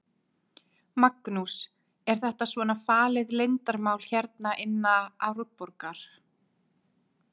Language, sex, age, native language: Icelandic, female, 20-29, Icelandic